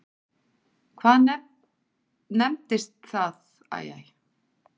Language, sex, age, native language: Icelandic, female, 40-49, Icelandic